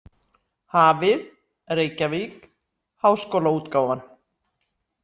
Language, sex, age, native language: Icelandic, female, 60-69, Icelandic